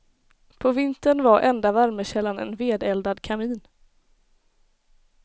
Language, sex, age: Swedish, female, 21